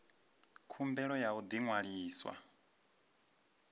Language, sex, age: Venda, male, 25